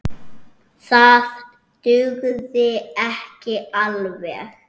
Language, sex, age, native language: Icelandic, male, 6, Icelandic